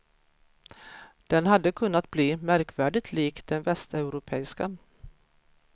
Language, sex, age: Swedish, female, 53